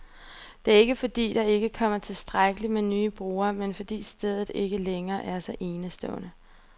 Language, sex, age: Danish, female, 23